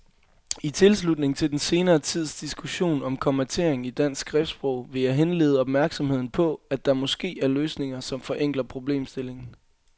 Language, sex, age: Danish, male, 22